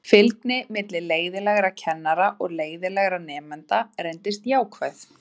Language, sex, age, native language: Icelandic, female, 20-29, Icelandic